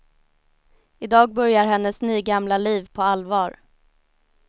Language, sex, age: Swedish, female, 19